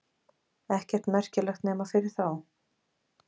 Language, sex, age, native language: Icelandic, female, 20-29, Icelandic